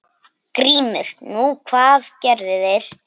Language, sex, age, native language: Icelandic, female, 8, Icelandic